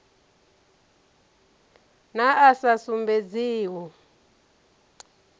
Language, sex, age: Venda, female, 34